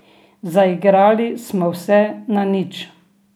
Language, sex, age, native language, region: Slovenian, female, 60+, Slovenian, Drava region